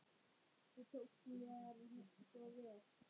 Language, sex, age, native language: Icelandic, male, 9, Icelandic